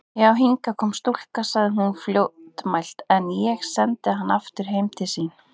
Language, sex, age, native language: Icelandic, female, 30-39, Icelandic